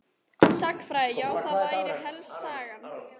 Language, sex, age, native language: Icelandic, female, 14, Icelandic